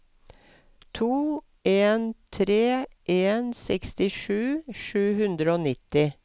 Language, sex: Norwegian, female